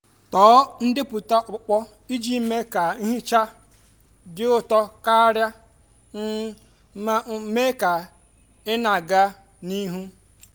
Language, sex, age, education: Igbo, female, 30-45, tertiary